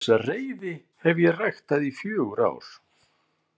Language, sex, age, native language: Icelandic, male, 40-49, Icelandic